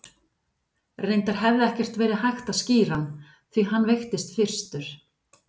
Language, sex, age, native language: Icelandic, female, 50-59, Icelandic